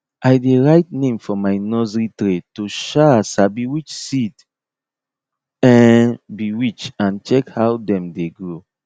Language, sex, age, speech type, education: Nigerian Pidgin, male, 30-45, spontaneous, tertiary